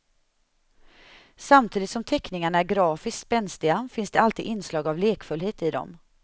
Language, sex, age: Swedish, female, 31